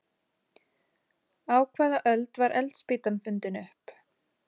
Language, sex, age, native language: Icelandic, female, 40-49, Icelandic